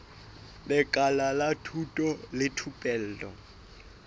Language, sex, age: Southern Sotho, male, 24